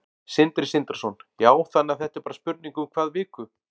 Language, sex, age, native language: Icelandic, male, 40-49, Icelandic